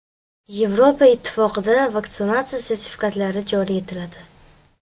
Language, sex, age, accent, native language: Uzbek, female, 12-17, Qashqadaryo, Uzbek